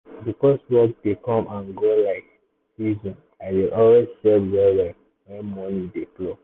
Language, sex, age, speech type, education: Nigerian Pidgin, male, 15-29, spontaneous, secondary